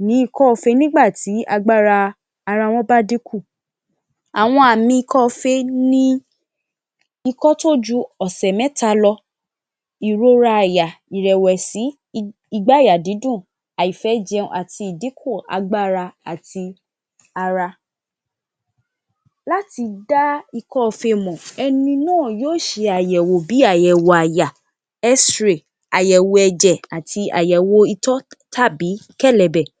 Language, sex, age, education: Yoruba, female, 15-29, tertiary